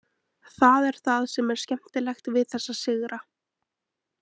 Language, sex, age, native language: Icelandic, female, 20-29, Icelandic